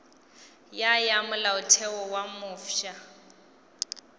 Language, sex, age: Northern Sotho, female, 18